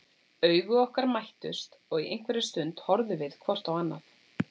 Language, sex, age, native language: Icelandic, female, 40-49, Icelandic